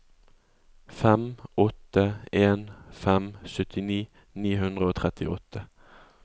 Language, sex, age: Norwegian, male, 20